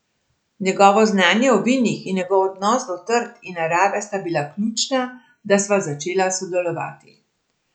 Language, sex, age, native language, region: Slovenian, female, 60+, Slovenian, Central Slovenia